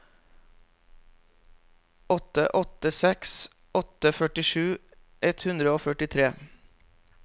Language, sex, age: Norwegian, male, 32